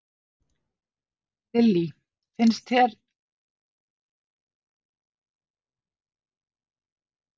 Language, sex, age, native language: Icelandic, female, 50-59, Icelandic